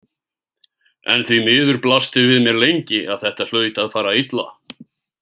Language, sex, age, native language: Icelandic, male, 18-19, Icelandic